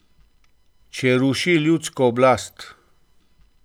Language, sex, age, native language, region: Slovenian, male, 50-59, Slovenian, Central Slovenia